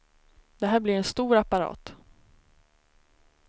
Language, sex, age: Swedish, female, 33